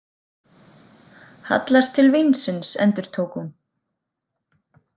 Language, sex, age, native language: Icelandic, female, 30-39, Icelandic